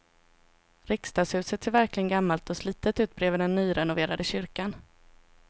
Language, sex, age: Swedish, female, 26